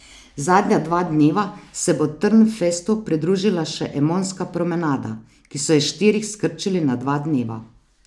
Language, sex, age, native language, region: Slovenian, female, 30-49, Slovenian, Savinja region